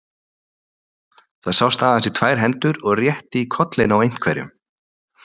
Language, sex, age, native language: Icelandic, male, 40-49, Icelandic